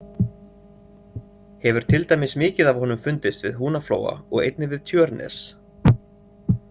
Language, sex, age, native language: Icelandic, male, 30-39, Icelandic